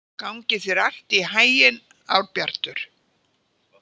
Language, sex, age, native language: Icelandic, female, 80-89, Icelandic